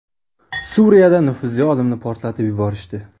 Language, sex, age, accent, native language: Uzbek, male, 18-24, Samarqand, Uzbek